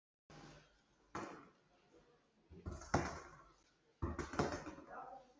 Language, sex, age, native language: Icelandic, female, 14, Icelandic